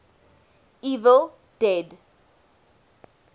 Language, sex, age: English, female, 18